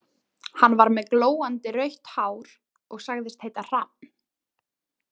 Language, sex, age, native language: Icelandic, female, 20-29, Icelandic